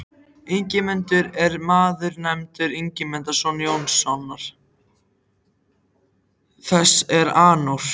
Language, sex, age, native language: Icelandic, other, 14, Icelandic